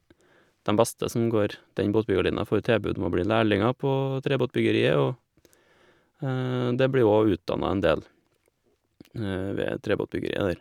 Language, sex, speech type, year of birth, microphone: Norwegian, male, spontaneous, 1987, Shure